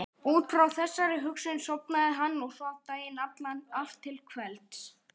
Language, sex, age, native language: Icelandic, female, 30-39, Icelandic